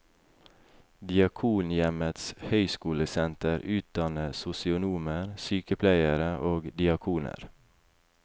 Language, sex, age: Norwegian, male, 28